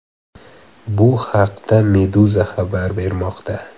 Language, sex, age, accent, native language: Uzbek, male, 18-24, Xorazm, Uzbek